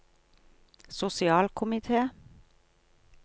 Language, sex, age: Norwegian, female, 43